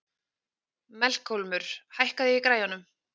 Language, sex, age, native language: Icelandic, female, 30-39, Icelandic